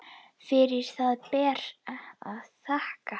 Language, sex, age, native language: Icelandic, female, 10, Icelandic